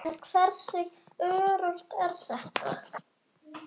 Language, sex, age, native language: Icelandic, male, 6, Icelandic